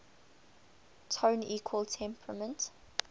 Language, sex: English, female